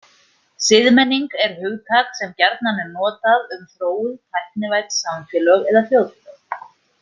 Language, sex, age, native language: Icelandic, female, 40-49, Icelandic